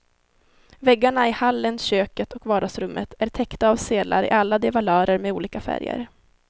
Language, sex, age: Swedish, female, 19